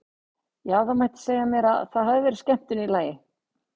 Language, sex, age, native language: Icelandic, female, 60-69, Icelandic